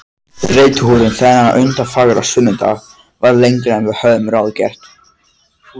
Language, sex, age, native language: Icelandic, male, 14, Icelandic